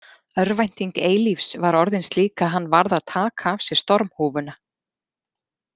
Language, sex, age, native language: Icelandic, female, 40-49, Icelandic